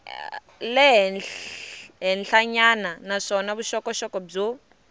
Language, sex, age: Tsonga, female, 23